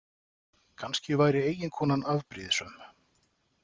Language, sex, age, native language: Icelandic, male, 40-49, Icelandic